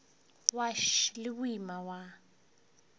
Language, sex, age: Northern Sotho, female, 22